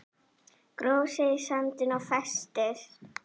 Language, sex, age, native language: Icelandic, female, 40-49, Icelandic